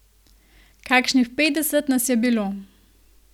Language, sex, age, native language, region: Slovenian, female, 18-29, Slovenian, Gorenjska region